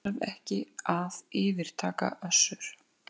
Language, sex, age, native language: Icelandic, female, 50-59, Icelandic